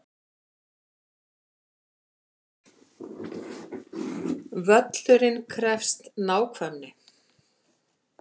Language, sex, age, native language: Icelandic, female, 50-59, Icelandic